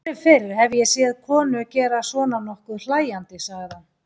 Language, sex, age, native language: Icelandic, female, 40-49, Icelandic